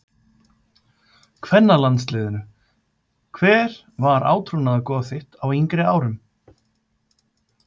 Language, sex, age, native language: Icelandic, male, 50-59, Icelandic